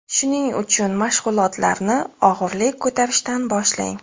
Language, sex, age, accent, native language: Uzbek, female, 19-29, Xorazm, Uzbek